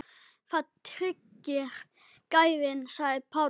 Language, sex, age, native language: Icelandic, male, 10, Icelandic